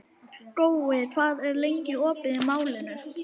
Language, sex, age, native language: Icelandic, female, 11, Icelandic